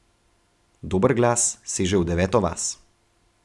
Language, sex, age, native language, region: Slovenian, male, 18-29, Slovenian, Gorenjska region